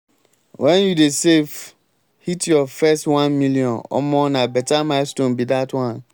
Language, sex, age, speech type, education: Nigerian Pidgin, male, 15-29, spontaneous, tertiary